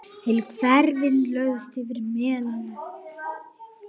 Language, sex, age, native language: Icelandic, female, 8, Icelandic